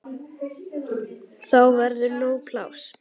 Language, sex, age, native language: Icelandic, male, 10, Icelandic